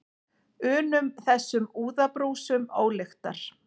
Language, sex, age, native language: Icelandic, female, 40-49, Icelandic